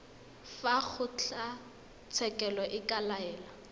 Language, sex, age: Tswana, female, 21